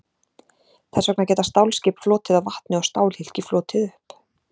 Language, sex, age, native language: Icelandic, female, 40-49, Icelandic